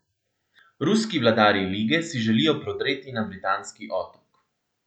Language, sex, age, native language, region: Slovenian, male, 18-29, Slovenian, Central Slovenia